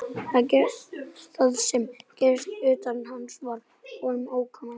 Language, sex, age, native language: Icelandic, male, 11, Icelandic